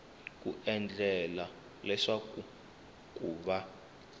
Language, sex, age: Tsonga, male, 19